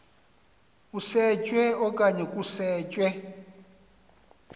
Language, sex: Xhosa, male